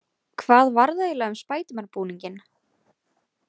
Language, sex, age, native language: Icelandic, female, 18-19, Icelandic